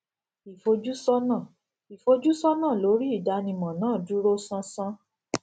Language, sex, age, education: Yoruba, female, 46-60, tertiary